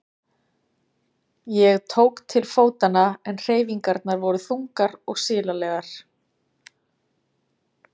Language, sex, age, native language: Icelandic, female, 30-39, Icelandic